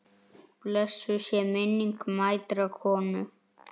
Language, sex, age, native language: Icelandic, male, 9, Icelandic